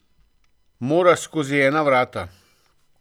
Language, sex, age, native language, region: Slovenian, male, 50-59, Slovenian, Central Slovenia